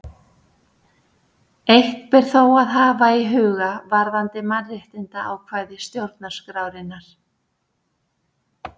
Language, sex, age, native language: Icelandic, female, 60-69, Icelandic